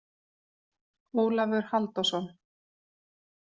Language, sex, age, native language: Icelandic, female, 40-49, Icelandic